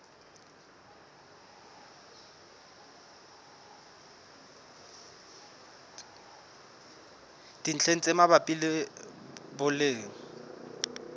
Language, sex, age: Southern Sotho, male, 24